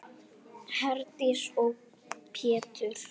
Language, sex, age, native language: Icelandic, female, 8, Icelandic